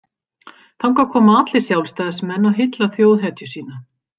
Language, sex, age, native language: Icelandic, female, 50-59, Icelandic